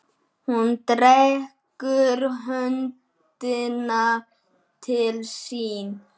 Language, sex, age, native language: Icelandic, male, 9, Icelandic